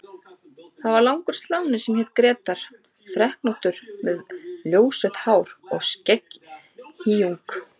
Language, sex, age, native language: Icelandic, female, 30-39, Icelandic